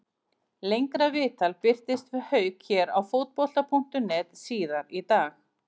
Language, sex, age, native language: Icelandic, female, 40-49, Icelandic